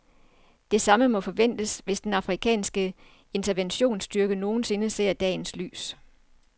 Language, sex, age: Danish, female, 47